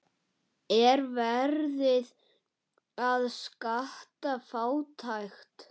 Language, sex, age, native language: Icelandic, male, 8, Icelandic